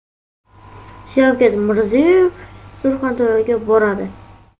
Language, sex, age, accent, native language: Uzbek, male, 12-17, Buxoro, Uzbek